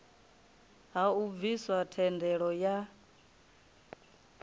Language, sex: Venda, female